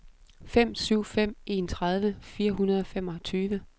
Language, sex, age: Danish, female, 32